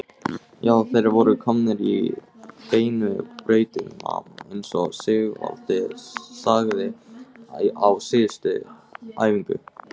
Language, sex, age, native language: Icelandic, male, 18-19, Icelandic